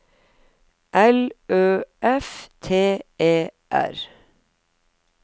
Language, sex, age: Norwegian, female, 50